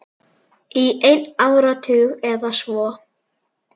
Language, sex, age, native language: Icelandic, female, 10, Icelandic